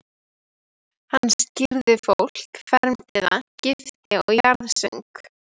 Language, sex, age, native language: Icelandic, female, 12, Icelandic